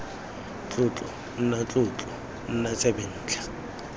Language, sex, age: Tswana, male, 18